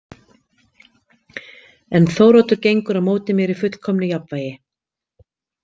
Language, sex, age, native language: Icelandic, female, 50-59, Icelandic